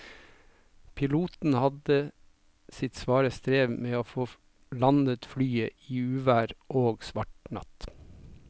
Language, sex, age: Norwegian, male, 57